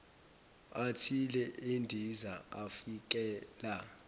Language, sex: Zulu, male